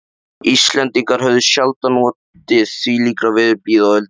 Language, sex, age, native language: Icelandic, male, 13, Icelandic